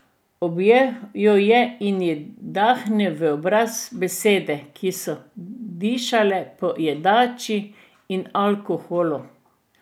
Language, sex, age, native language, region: Slovenian, female, 60+, Slovenian, Drava region